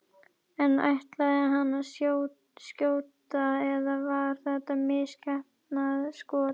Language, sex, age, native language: Icelandic, female, 11, Icelandic